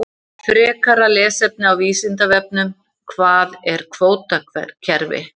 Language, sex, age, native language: Icelandic, female, 60-69, Icelandic